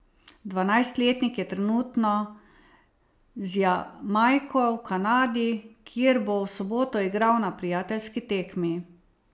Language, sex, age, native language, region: Slovenian, female, 50-59, Slovenian, Savinja region